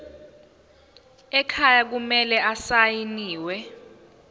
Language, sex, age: Zulu, female, 19